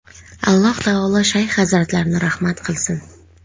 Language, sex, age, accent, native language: Uzbek, female, 25-34, Qashqadaryo, Uzbek